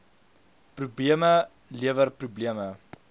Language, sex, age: Afrikaans, male, 22